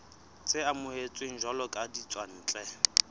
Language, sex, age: Southern Sotho, male, 23